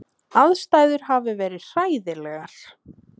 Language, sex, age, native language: Icelandic, female, 20-29, Icelandic